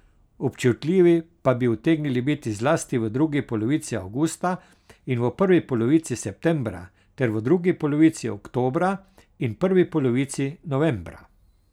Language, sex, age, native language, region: Slovenian, male, 60+, Slovenian, Carinthia region